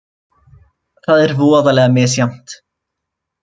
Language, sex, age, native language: Icelandic, male, 20-29, Icelandic